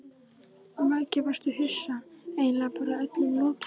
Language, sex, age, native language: Icelandic, male, 11, Icelandic